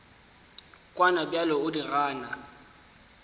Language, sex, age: Northern Sotho, male, 18